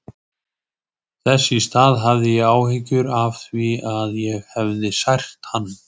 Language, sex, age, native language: Icelandic, male, 20-29, Icelandic